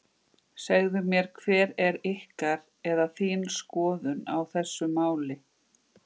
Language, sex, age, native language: Icelandic, female, 50-59, Icelandic